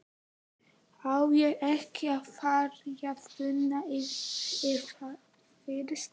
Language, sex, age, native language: Icelandic, male, 11, Icelandic